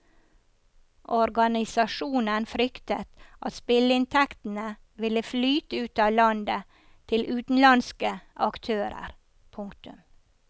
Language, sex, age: Norwegian, female, 54